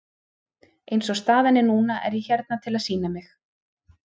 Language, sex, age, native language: Icelandic, female, 30-39, Icelandic